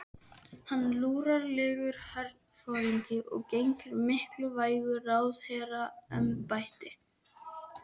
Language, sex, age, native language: Icelandic, male, 11, Icelandic